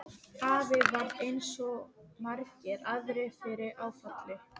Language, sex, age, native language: Icelandic, female, 12, Icelandic